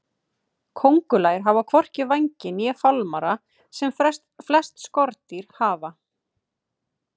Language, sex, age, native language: Icelandic, female, 30-39, Icelandic